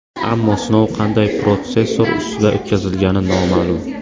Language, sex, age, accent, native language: Uzbek, male, under 19, Buxoro, Uzbek